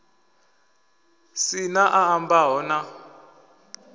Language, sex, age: Venda, male, 25